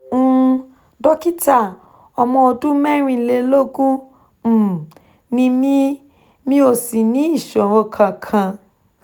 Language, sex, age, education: Yoruba, female, 15-29, tertiary